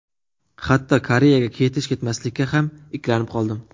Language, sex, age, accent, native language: Uzbek, male, 18-24, Surxondaryo, Uzbek